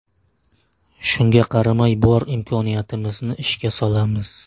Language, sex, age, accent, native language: Uzbek, male, 18-24, Surxondaryo, Uzbek